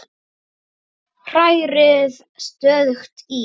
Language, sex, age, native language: Icelandic, female, 8, Icelandic